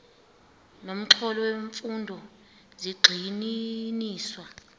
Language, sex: Xhosa, female